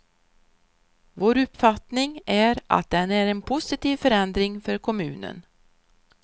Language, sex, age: Swedish, female, 53